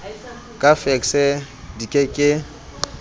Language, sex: Southern Sotho, male